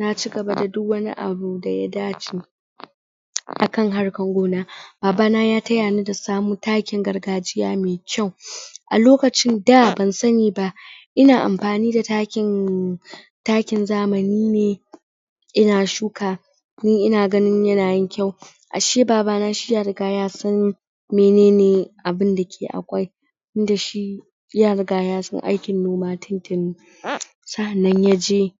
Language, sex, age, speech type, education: Hausa, female, 60+, spontaneous, tertiary